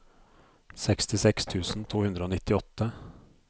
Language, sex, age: Norwegian, male, 42